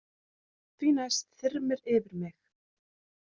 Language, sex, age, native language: Icelandic, female, 30-39, Icelandic